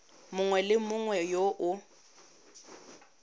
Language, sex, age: Tswana, female, 18